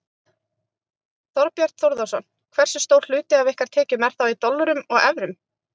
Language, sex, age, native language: Icelandic, male, 30-39, Icelandic